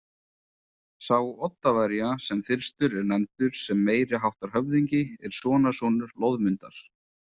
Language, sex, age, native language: Icelandic, male, 20-29, Icelandic